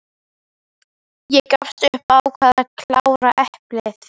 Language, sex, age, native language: Icelandic, female, 11, Icelandic